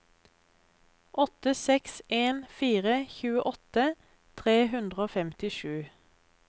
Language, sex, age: Norwegian, female, 32